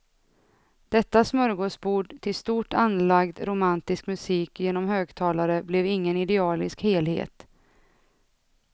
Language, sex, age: Swedish, female, 32